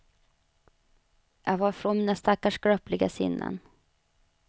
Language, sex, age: Swedish, female, 35